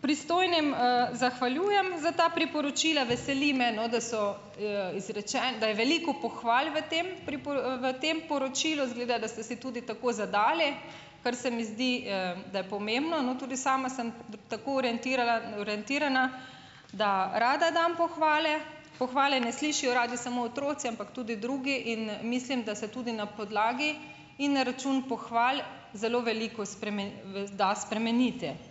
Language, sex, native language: Slovenian, female, Slovenian